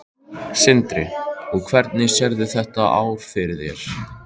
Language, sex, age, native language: Icelandic, male, 13, Icelandic